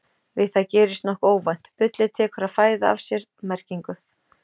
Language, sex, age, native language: Icelandic, female, 40-49, Icelandic